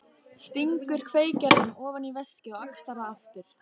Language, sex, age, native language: Icelandic, female, 13, Icelandic